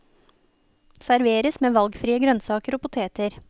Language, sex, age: Norwegian, female, 29